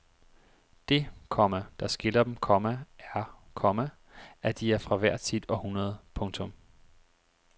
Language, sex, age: Danish, male, 25